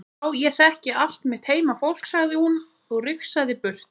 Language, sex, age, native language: Icelandic, male, 20-29, Icelandic